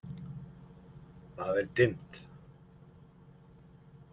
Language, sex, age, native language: Icelandic, male, 50-59, Icelandic